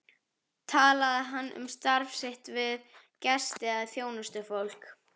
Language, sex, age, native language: Icelandic, female, 11, Icelandic